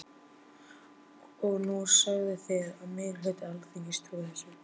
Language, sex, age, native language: Icelandic, male, 12, Icelandic